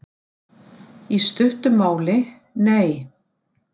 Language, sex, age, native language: Icelandic, female, 60-69, Icelandic